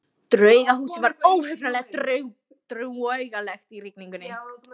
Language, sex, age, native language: Icelandic, female, 14, Icelandic